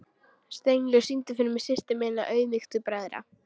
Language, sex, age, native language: Icelandic, female, 12, Icelandic